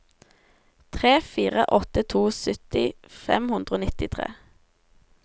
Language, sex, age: Norwegian, female, 17